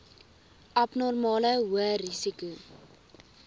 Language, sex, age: Afrikaans, female, 19